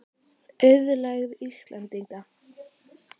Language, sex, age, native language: Icelandic, female, 18-19, Icelandic